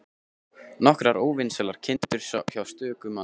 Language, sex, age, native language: Icelandic, male, 15, Icelandic